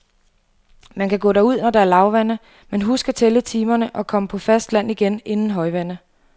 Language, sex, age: Danish, female, 28